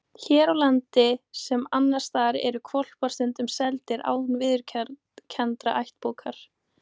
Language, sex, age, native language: Icelandic, female, 18-19, Icelandic